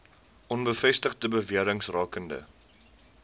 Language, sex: Afrikaans, male